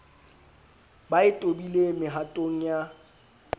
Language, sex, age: Southern Sotho, male, 20